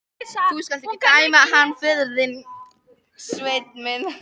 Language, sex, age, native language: Icelandic, female, 12, Icelandic